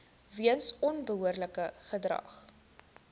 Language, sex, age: Afrikaans, female, 19